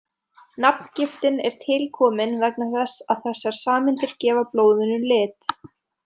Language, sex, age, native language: Icelandic, female, 20-29, Icelandic